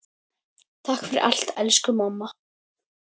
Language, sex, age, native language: Icelandic, male, 10, Icelandic